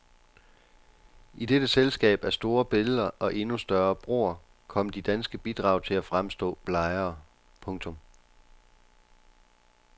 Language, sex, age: Danish, male, 29